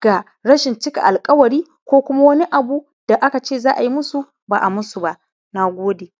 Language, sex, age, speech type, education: Hausa, male, 30-45, spontaneous, primary